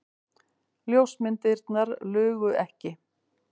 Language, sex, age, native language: Icelandic, female, 50-59, Icelandic